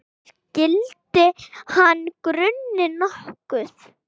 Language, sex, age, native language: Icelandic, female, 8, Icelandic